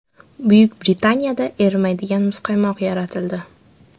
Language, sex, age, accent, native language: Uzbek, female, 12-17, Samarqand, Uzbek